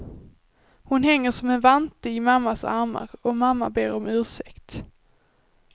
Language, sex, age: Swedish, female, 23